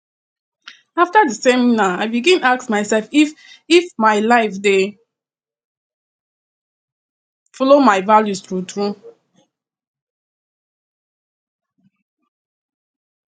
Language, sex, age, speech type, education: Nigerian Pidgin, female, 15-29, spontaneous, tertiary